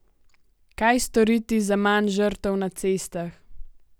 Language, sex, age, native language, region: Slovenian, female, 18-29, Slovenian, Gorenjska region